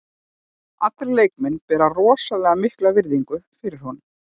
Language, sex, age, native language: Icelandic, female, 40-49, Icelandic